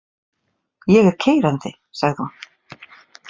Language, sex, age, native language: Icelandic, female, 40-49, Icelandic